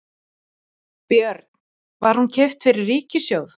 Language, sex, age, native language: Icelandic, female, 40-49, Icelandic